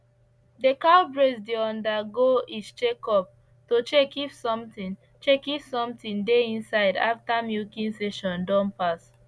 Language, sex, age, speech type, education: Nigerian Pidgin, female, 15-29, spontaneous, secondary